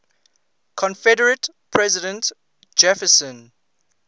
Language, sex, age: English, male, 20